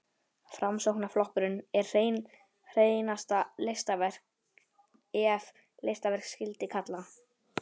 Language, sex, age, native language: Icelandic, male, 11, Icelandic